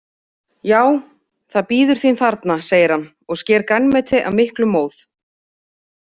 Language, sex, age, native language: Icelandic, female, 30-39, Icelandic